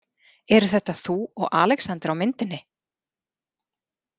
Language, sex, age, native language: Icelandic, female, 40-49, Icelandic